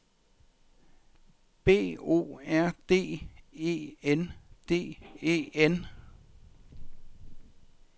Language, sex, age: Danish, male, 64